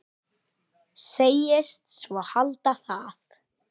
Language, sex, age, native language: Icelandic, female, 10, Icelandic